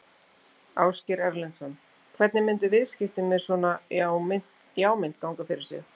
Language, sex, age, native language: Icelandic, female, 50-59, Icelandic